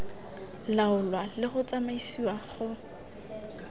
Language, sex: Tswana, female